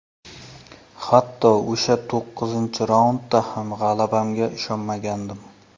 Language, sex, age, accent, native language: Uzbek, male, 35+, Surxondaryo, Uzbek